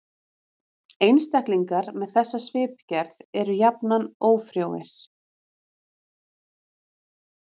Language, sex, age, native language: Icelandic, female, 30-39, Icelandic